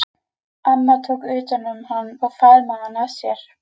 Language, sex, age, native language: Icelandic, female, 11, Icelandic